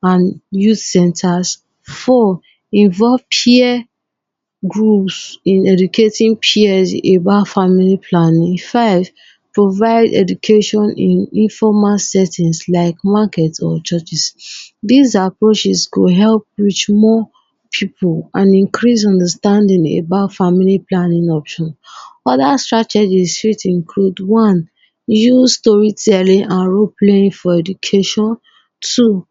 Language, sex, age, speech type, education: Nigerian Pidgin, female, 15-29, spontaneous, tertiary